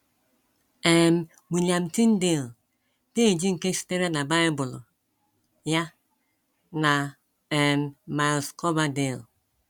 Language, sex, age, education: Igbo, female, 46-60, tertiary